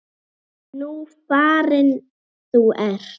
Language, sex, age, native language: Icelandic, female, 9, Icelandic